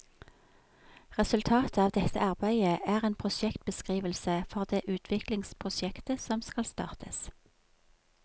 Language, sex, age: Norwegian, female, 46